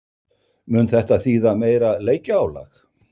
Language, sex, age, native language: Icelandic, male, 60-69, Icelandic